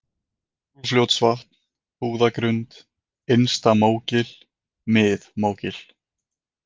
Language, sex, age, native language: Icelandic, male, 20-29, Icelandic